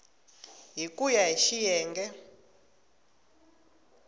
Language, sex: Tsonga, female